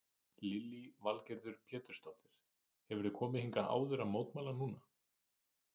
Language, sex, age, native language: Icelandic, male, 30-39, Icelandic